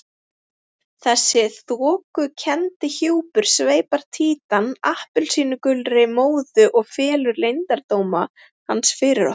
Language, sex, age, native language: Icelandic, female, 30-39, Icelandic